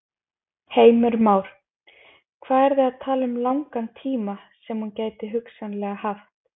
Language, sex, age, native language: Icelandic, female, 20-29, Icelandic